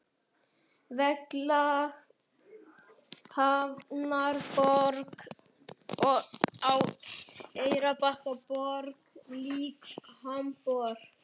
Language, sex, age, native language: Icelandic, male, 11, Icelandic